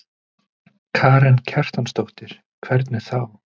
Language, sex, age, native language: Icelandic, male, 30-39, Icelandic